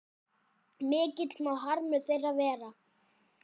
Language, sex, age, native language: Icelandic, male, 10, Icelandic